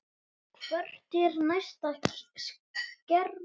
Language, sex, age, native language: Icelandic, male, 8, Icelandic